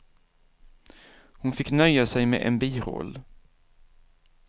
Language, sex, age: Swedish, male, 47